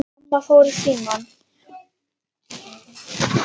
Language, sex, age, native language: Icelandic, female, 10, Icelandic